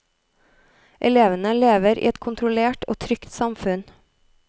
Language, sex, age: Norwegian, female, 33